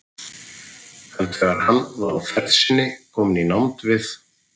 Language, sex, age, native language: Icelandic, male, 40-49, Icelandic